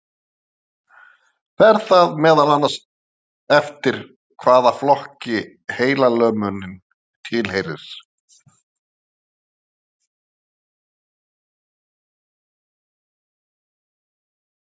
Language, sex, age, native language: Icelandic, male, 50-59, Icelandic